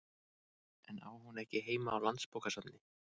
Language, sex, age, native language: Icelandic, male, 30-39, Icelandic